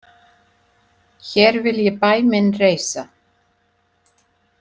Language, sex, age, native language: Icelandic, female, 60-69, Icelandic